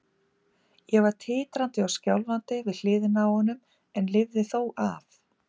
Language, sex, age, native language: Icelandic, female, 50-59, Icelandic